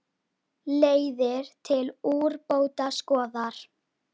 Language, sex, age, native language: Icelandic, female, 10, Icelandic